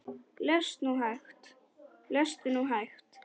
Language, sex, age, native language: Icelandic, female, 10, Icelandic